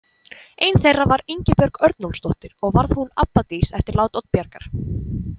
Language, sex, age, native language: Icelandic, female, 20-29, Icelandic